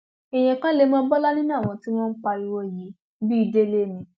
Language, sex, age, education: Yoruba, female, 15-29, tertiary